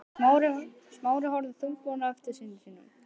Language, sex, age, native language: Icelandic, male, 12, Icelandic